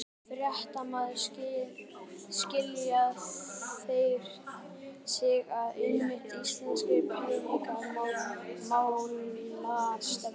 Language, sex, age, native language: Icelandic, male, 12, Icelandic